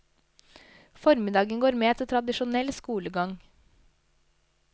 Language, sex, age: Norwegian, female, 22